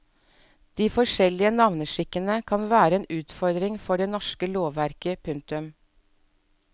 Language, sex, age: Norwegian, female, 47